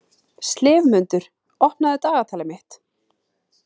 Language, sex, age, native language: Icelandic, female, 30-39, Icelandic